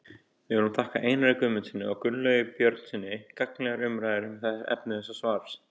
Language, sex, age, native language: Icelandic, male, 18-19, Icelandic